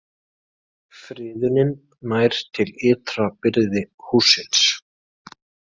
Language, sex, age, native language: Icelandic, male, 20-29, Icelandic